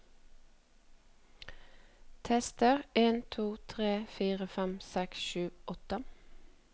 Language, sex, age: Norwegian, female, 48